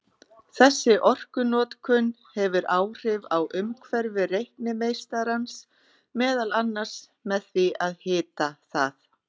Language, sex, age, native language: Icelandic, female, 30-39, Icelandic